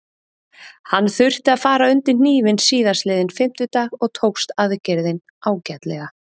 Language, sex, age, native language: Icelandic, female, 30-39, Icelandic